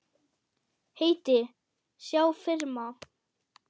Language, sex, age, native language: Icelandic, female, 8, German